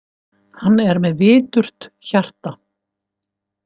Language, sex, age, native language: Icelandic, female, 50-59, Icelandic